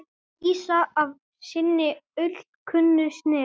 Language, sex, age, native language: Icelandic, male, 9, Icelandic